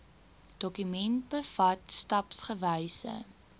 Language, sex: Afrikaans, female